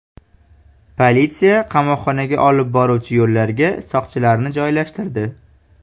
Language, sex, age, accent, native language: Uzbek, male, 18-24, Farg'ona, Uzbek